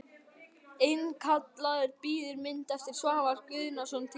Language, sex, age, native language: Icelandic, male, 12, Icelandic